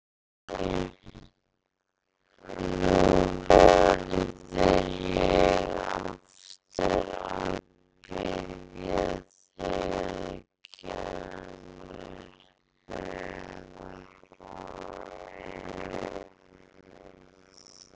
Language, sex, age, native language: Icelandic, female, 18-19, Icelandic